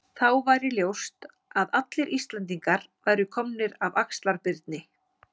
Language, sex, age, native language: Icelandic, female, 40-49, Icelandic